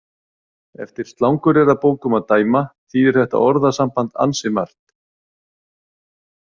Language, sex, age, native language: Icelandic, male, 40-49, Icelandic